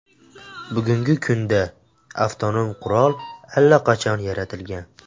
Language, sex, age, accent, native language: Uzbek, male, 18-24, Buxoro, Uzbek